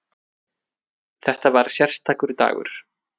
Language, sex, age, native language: Icelandic, male, 30-39, Icelandic